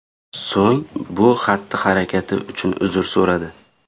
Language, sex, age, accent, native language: Uzbek, male, 18-24, Surxondaryo, Uzbek